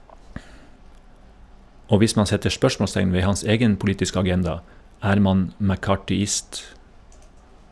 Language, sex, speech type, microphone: Norwegian, male, read, Shure